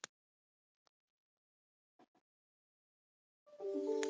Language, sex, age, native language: Icelandic, female, 40-49, Icelandic